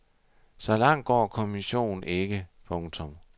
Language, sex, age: Danish, male, 60